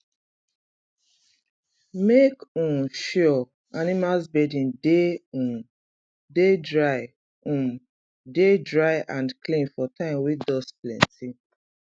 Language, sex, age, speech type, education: Nigerian Pidgin, female, 30-45, spontaneous, tertiary